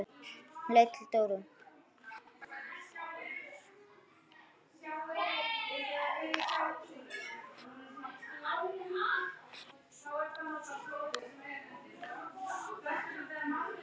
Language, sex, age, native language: Icelandic, male, 9, Icelandic